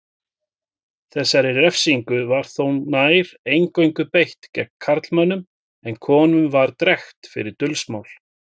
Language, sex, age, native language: Icelandic, male, 40-49, Icelandic